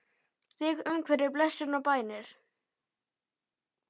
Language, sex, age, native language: Icelandic, male, 9, Icelandic